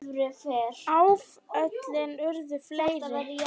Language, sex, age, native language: Icelandic, female, 9, Icelandic